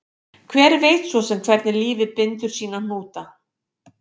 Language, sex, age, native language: Icelandic, female, 50-59, Icelandic